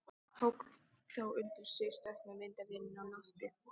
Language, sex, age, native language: Icelandic, female, 13, Icelandic